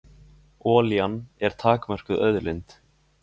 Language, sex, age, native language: Icelandic, male, 20-29, Icelandic